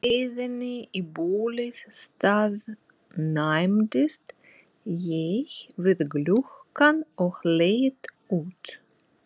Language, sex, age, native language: Icelandic, female, 40-49, Russian